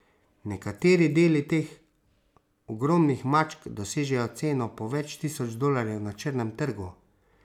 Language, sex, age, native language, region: Slovenian, male, 30-49, Slovenian, Savinja region